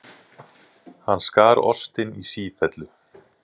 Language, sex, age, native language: Icelandic, male, 30-39, Icelandic